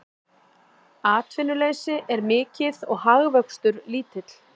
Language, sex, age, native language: Icelandic, female, 40-49, Icelandic